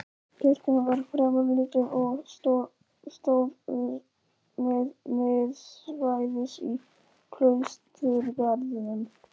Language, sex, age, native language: Icelandic, male, 11, Polish